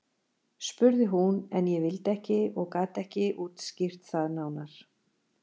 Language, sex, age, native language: Icelandic, female, 40-49, Icelandic